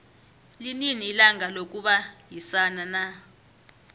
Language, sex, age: South Ndebele, female, 25